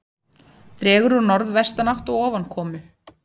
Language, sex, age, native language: Icelandic, female, 30-39, Icelandic